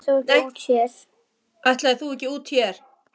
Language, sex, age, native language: Icelandic, male, 8, Icelandic